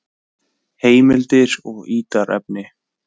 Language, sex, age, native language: Icelandic, male, 20-29, Icelandic